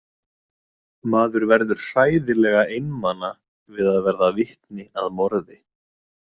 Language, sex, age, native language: Icelandic, male, 20-29, Icelandic